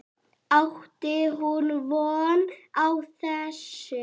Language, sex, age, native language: Icelandic, female, 8, Icelandic